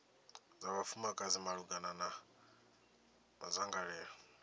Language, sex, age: Venda, male, 27